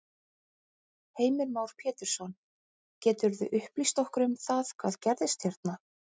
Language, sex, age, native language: Icelandic, female, 30-39, Icelandic